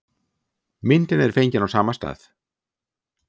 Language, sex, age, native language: Icelandic, male, 60-69, Icelandic